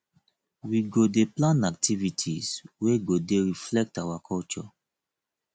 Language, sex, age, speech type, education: Nigerian Pidgin, male, 30-45, spontaneous, tertiary